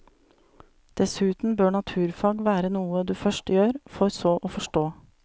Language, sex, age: Norwegian, female, 35